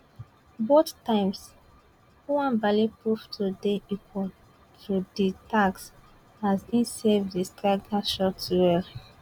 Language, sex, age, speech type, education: Nigerian Pidgin, female, 15-29, spontaneous, tertiary